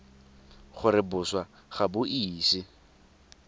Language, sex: Tswana, male